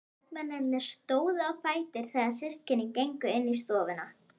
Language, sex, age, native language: Icelandic, female, 11, Icelandic